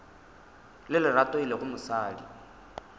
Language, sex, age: Northern Sotho, male, 21